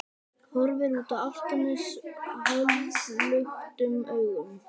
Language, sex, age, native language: Icelandic, female, 11, Icelandic